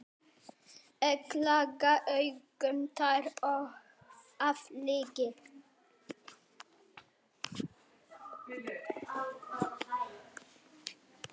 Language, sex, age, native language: Icelandic, male, 7, Polish